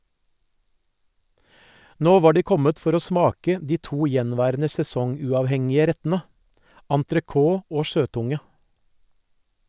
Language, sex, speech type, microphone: Norwegian, male, read, Sennheiser